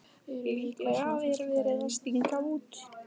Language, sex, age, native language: Icelandic, female, 14, Icelandic